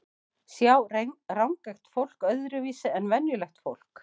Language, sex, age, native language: Icelandic, female, 20-29, Icelandic